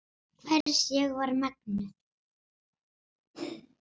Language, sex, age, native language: Icelandic, female, 7, Icelandic